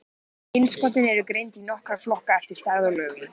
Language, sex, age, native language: Icelandic, male, 14, Icelandic